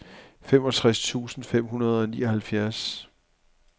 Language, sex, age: Danish, male, 44